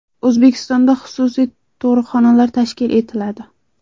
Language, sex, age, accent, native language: Uzbek, female, 18-24, Samarqand, Uzbek